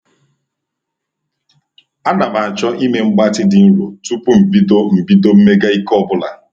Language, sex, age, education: Igbo, male, 30-45, tertiary